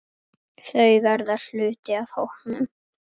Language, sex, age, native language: Icelandic, female, 8, Icelandic